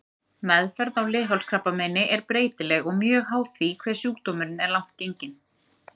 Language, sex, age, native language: Icelandic, female, 30-39, Icelandic